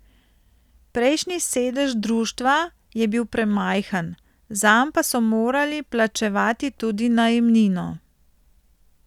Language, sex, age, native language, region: Slovenian, female, 30-49, Slovenian, Central Slovenia